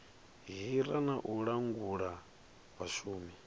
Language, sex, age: Venda, male, 39